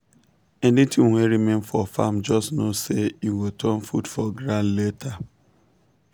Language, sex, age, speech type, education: Nigerian Pidgin, male, 15-29, spontaneous, tertiary